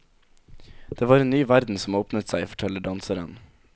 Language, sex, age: Norwegian, male, 17